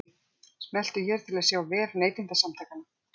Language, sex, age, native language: Icelandic, female, 50-59, Icelandic